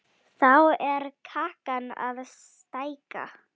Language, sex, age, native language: Icelandic, female, 9, Icelandic